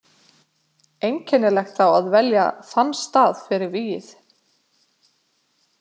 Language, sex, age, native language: Icelandic, female, 20-29, Icelandic